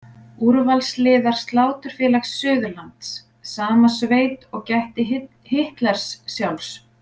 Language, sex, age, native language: Icelandic, female, 40-49, Icelandic